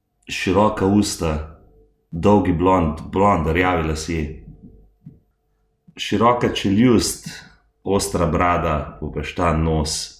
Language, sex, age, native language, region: Slovenian, male, 30-49, Slovenian, Gorenjska region